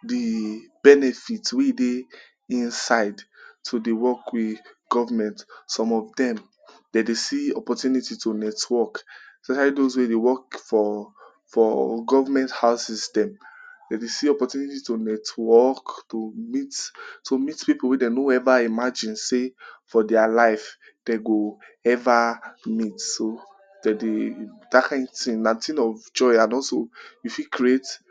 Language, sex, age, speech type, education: Nigerian Pidgin, male, 15-29, spontaneous, tertiary